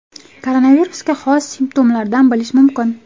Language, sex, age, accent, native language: Uzbek, female, 18-24, Toshkent viloyati, Uzbek